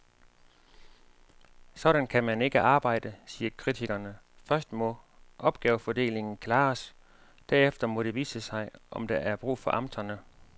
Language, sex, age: Danish, male, 35